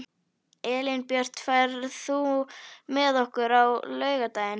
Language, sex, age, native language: Icelandic, female, 11, Icelandic